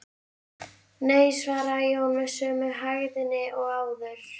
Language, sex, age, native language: Icelandic, female, 11, Icelandic